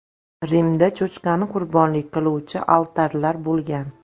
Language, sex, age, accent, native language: Uzbek, female, 35+, Andijon, Uzbek